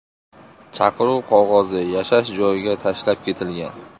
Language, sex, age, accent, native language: Uzbek, male, 25-34, Namangan, Uzbek